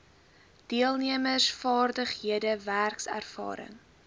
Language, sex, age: Afrikaans, female, 18